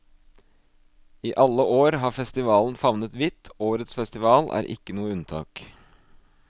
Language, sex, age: Norwegian, male, 24